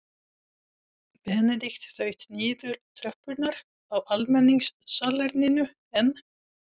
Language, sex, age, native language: Icelandic, female, 40-49, Swedish